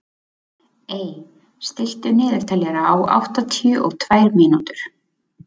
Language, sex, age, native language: Icelandic, female, 20-29, Icelandic